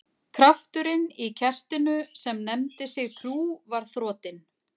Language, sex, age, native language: Icelandic, female, 40-49, Icelandic